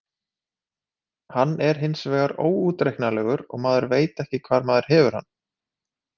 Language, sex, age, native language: Icelandic, male, 30-39, Icelandic